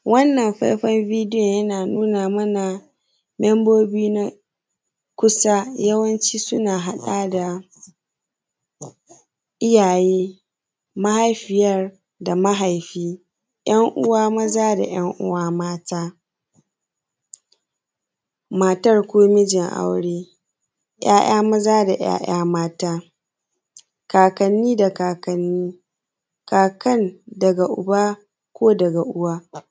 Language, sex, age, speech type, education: Hausa, female, 15-29, spontaneous, secondary